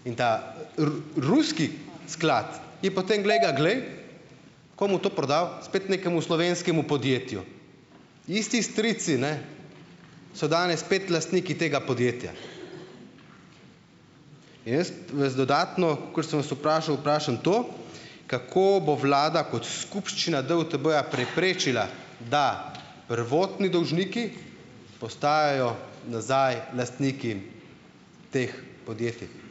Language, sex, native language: Slovenian, male, Slovenian